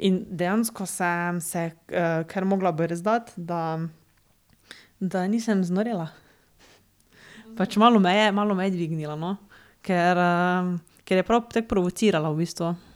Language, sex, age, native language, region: Slovenian, female, 18-29, Slovenian, Drava region